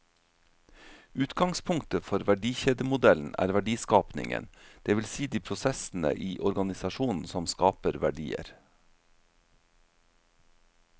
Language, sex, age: Norwegian, male, 47